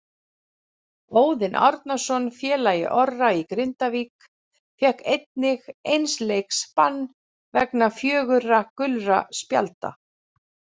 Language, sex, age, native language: Icelandic, female, 40-49, Icelandic